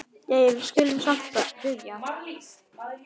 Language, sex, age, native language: Icelandic, male, 9, Icelandic